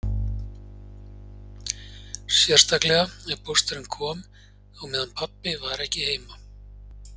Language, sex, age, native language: Icelandic, male, 40-49, Icelandic